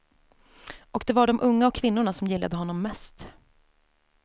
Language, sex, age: Swedish, female, 28